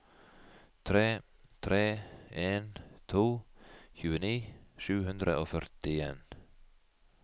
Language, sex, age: Norwegian, male, 51